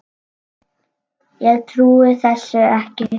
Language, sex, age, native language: Icelandic, male, 7, Icelandic